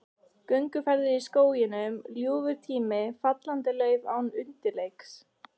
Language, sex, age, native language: Icelandic, female, 13, Icelandic